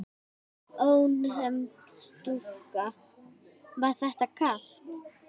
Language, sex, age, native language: Icelandic, female, 10, Icelandic